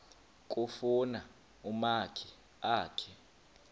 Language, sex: Xhosa, male